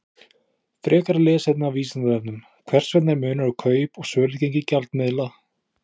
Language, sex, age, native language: Icelandic, male, 20-29, Icelandic